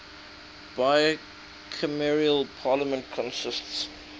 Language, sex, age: English, male, 19